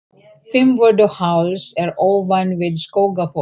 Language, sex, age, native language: Icelandic, female, 40-49, Icelandic